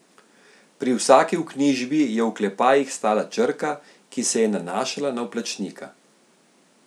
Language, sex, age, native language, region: Slovenian, male, 50-59, Slovenian, Central Slovenia